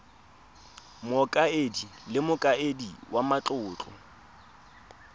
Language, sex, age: Tswana, male, 22